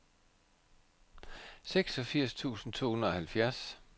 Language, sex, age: Danish, male, 51